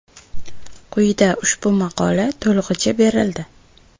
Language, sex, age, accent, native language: Uzbek, female, 18-24, Buxoro, Uzbek